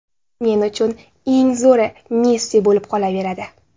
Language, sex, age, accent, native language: Uzbek, female, 18-24, Navoiy, Uzbek